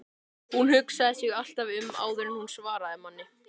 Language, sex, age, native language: Icelandic, male, 13, Icelandic